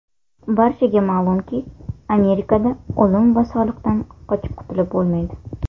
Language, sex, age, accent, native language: Uzbek, female, 19-29, Toshkent viloyati, Uzbek